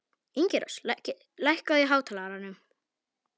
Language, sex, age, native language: Icelandic, male, 18-19, Polish